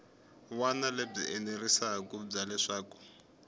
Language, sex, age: Tsonga, male, 21